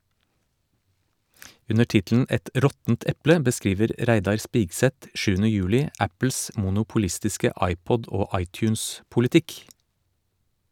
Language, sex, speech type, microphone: Norwegian, male, read, Shure